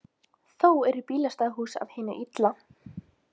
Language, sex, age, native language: Icelandic, female, 18-19, Icelandic